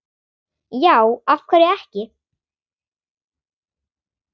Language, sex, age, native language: Icelandic, female, 10, Icelandic